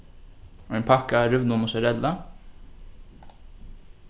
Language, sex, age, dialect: Faroese, male, 15-35, Norðurstreymoy/Eysturoy